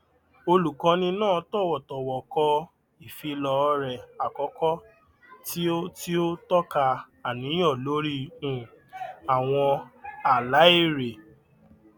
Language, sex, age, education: Yoruba, male, 15-29, tertiary